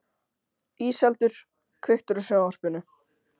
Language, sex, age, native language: Icelandic, male, 13, Icelandic